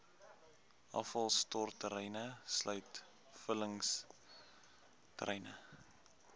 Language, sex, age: Afrikaans, male, 20